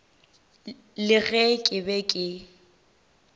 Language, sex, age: Northern Sotho, female, 18